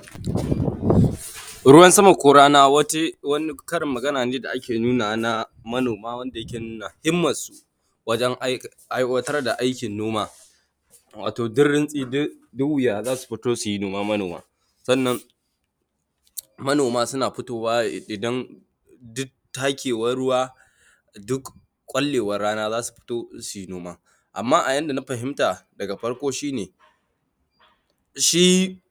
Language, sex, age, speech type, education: Hausa, male, 15-29, spontaneous, primary